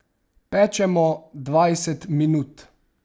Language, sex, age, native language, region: Slovenian, male, 18-29, Slovenian, Savinja region